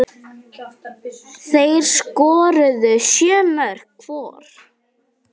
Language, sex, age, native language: Icelandic, female, 10, Icelandic